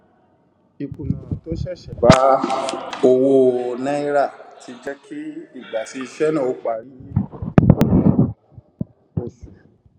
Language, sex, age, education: Yoruba, male, 15-29, tertiary